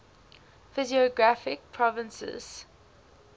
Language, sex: English, female